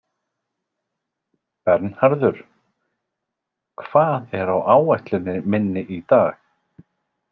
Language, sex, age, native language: Icelandic, male, 40-49, Icelandic